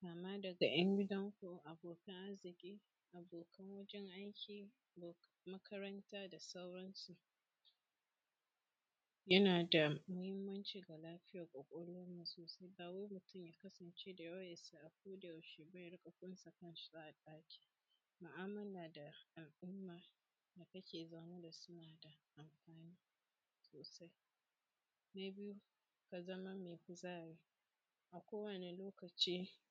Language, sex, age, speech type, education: Hausa, female, 15-29, spontaneous, secondary